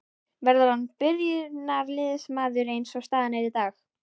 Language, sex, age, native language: Icelandic, female, 11, Icelandic